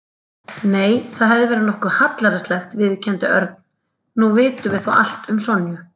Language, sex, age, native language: Icelandic, female, 30-39, Icelandic